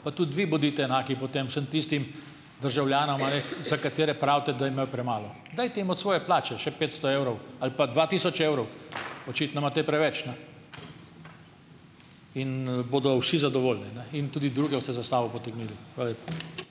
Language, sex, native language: Slovenian, male, Slovenian